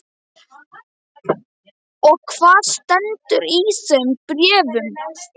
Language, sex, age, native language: Icelandic, male, 12, Icelandic